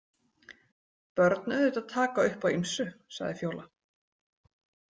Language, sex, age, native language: Icelandic, female, 40-49, Icelandic